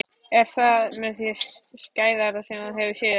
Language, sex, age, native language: Icelandic, male, 12, Icelandic